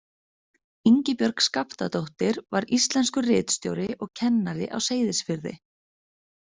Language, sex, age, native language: Icelandic, female, 30-39, Icelandic